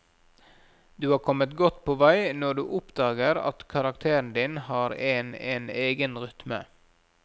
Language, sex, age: Norwegian, male, 37